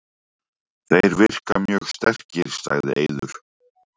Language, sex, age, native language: Icelandic, male, 40-49, Icelandic